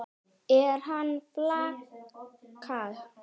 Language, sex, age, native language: Icelandic, male, 10, Icelandic